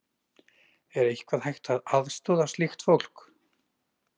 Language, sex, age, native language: Icelandic, male, 40-49, Icelandic